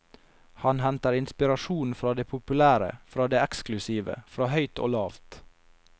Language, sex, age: Norwegian, male, 22